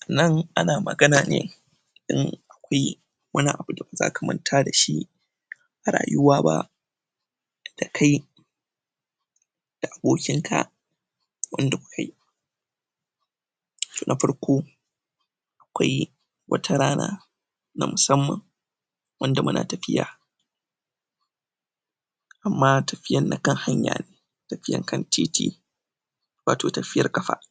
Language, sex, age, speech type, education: Hausa, male, 15-29, spontaneous, tertiary